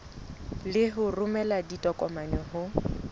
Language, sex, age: Southern Sotho, female, 20